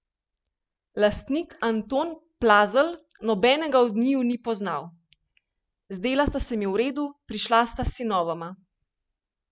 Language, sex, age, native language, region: Slovenian, female, 30-49, Slovenian, Primorsko-notranjska region